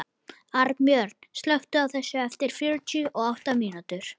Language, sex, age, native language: Icelandic, male, 11, Icelandic